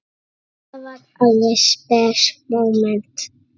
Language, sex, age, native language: Icelandic, female, 7, Icelandic